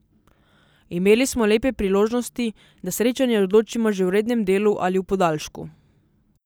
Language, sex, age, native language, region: Slovenian, female, 18-29, Slovenian, Southeast Slovenia